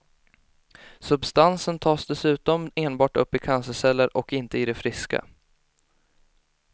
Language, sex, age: Swedish, male, 18